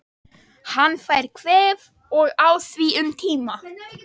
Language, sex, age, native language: Icelandic, male, 12, Icelandic